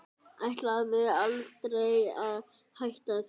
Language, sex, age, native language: Icelandic, female, 9, Icelandic